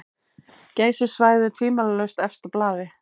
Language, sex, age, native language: Icelandic, female, 18-19, Icelandic